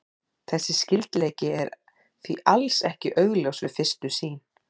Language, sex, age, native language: Icelandic, female, 40-49, Icelandic